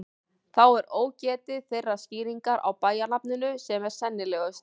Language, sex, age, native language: Icelandic, female, 40-49, Icelandic